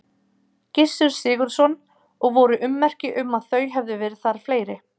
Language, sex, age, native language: Icelandic, female, 30-39, Icelandic